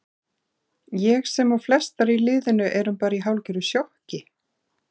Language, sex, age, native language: Icelandic, female, 40-49, Icelandic